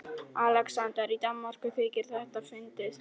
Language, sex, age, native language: Icelandic, male, 12, Polish